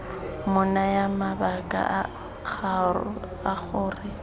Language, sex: Tswana, female